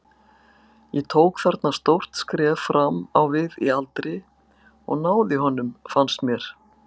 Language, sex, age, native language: Icelandic, female, 60-69, Icelandic